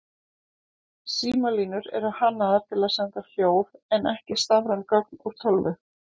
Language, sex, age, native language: Icelandic, female, 40-49, Icelandic